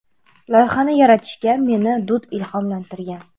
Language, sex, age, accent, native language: Uzbek, female, 19-29, Surxondaryo, Uzbek